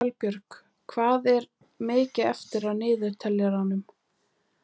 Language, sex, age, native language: Icelandic, female, 20-29, Icelandic